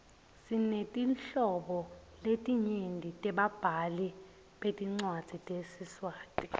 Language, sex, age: Swati, female, 21